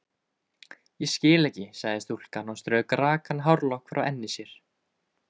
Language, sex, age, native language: Icelandic, male, 20-29, Icelandic